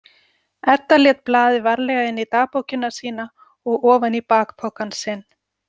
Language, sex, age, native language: Icelandic, female, 40-49, Icelandic